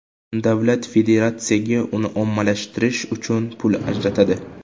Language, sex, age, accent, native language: Uzbek, male, 18-24, Jizzax, Uzbek